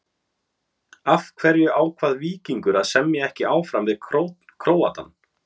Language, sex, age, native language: Icelandic, male, 30-39, Icelandic